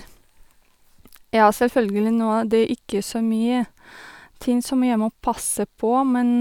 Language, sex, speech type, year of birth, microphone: Norwegian, female, spontaneous, 1982, Sennheiser